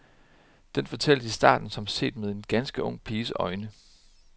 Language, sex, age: Danish, male, 30